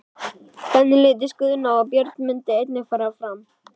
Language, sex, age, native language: Icelandic, male, 12, Icelandic